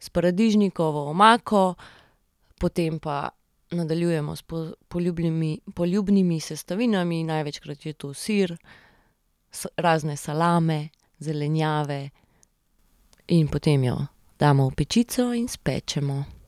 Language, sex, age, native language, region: Slovenian, female, 30-49, Slovenian, Central Slovenia